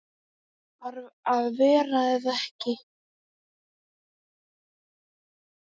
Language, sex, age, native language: Icelandic, male, 10, Icelandic